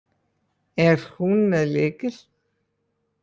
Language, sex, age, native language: Icelandic, male, 20-29, Icelandic